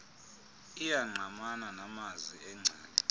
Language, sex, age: Xhosa, male, 30